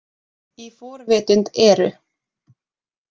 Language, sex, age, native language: Icelandic, female, 20-29, Icelandic